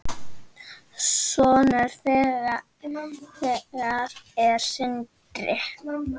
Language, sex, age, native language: Icelandic, female, 9, Icelandic